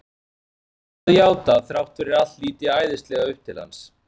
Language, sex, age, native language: Icelandic, male, 40-49, Icelandic